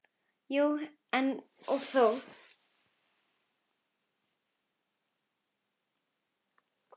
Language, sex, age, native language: Icelandic, female, 10, Icelandic